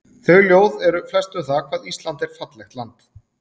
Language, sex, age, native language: Icelandic, male, 30-39, Icelandic